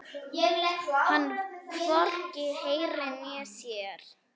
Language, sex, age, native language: Icelandic, female, 7, Icelandic